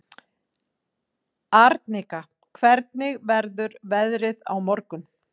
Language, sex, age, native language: Icelandic, female, 40-49, Icelandic